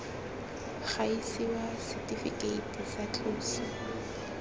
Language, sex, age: Tswana, female, 19